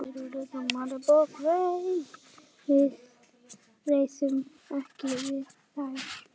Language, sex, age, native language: Icelandic, male, 8, Icelandic